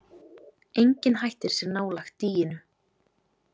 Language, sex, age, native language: Icelandic, female, 20-29, Icelandic